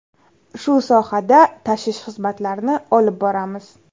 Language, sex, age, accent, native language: Uzbek, female, 18-24, Navoiy, Uzbek